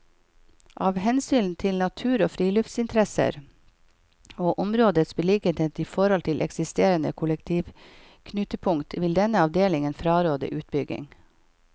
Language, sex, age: Norwegian, female, 51